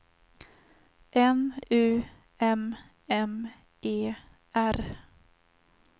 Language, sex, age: Swedish, female, 25